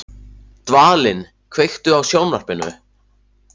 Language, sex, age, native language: Icelandic, male, 14, Icelandic